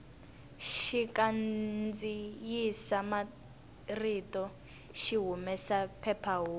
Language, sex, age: Tsonga, female, 19